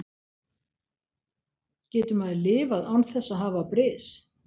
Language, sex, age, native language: Icelandic, female, 60-69, Icelandic